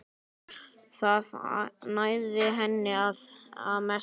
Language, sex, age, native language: Icelandic, male, 9, Icelandic